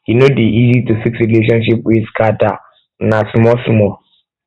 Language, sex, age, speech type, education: Nigerian Pidgin, male, 15-29, spontaneous, tertiary